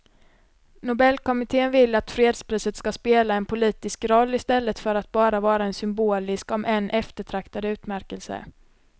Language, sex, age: Swedish, female, 26